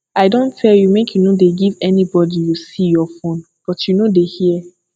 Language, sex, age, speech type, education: Nigerian Pidgin, female, 15-29, spontaneous, tertiary